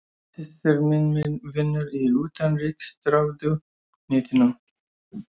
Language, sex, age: Icelandic, male, 20-29